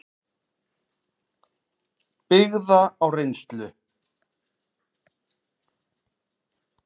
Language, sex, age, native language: Icelandic, male, 40-49, Icelandic